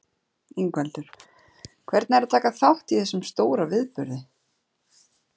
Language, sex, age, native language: Icelandic, female, 30-39, Icelandic